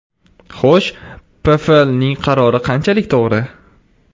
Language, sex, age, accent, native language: Uzbek, male, 18-24, Surxondaryo, Uzbek